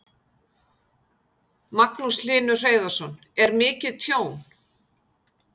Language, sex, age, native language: Icelandic, female, 50-59, Icelandic